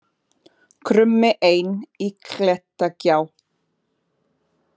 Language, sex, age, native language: Icelandic, female, 40-49, Portuguese